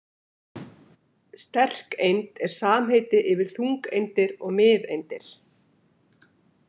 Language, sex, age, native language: Icelandic, female, 50-59, Icelandic